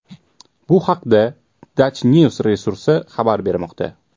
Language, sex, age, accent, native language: Uzbek, male, 18-24, Toshkent shahri, Uzbek